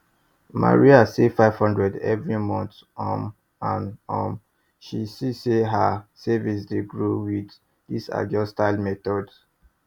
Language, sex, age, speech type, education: Nigerian Pidgin, male, 30-45, spontaneous, tertiary